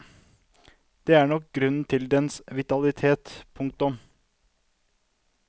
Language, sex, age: Norwegian, male, 32